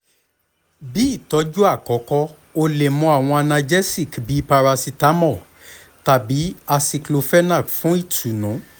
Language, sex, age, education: Yoruba, male, 15-29, tertiary